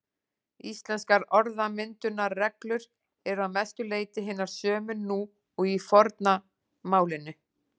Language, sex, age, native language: Icelandic, female, 40-49, Icelandic